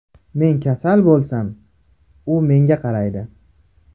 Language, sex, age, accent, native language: Uzbek, male, 18-24, Farg'ona, Uzbek